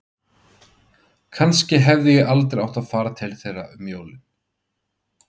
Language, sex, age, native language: Icelandic, male, 30-39, Icelandic